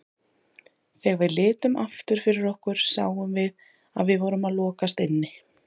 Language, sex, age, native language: Icelandic, female, 30-39, Icelandic